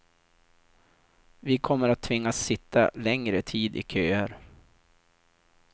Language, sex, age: Swedish, male, 32